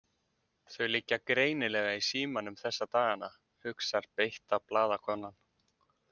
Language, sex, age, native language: Icelandic, male, 20-29, Icelandic